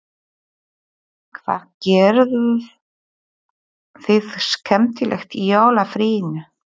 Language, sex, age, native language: Icelandic, female, 40-49, Polish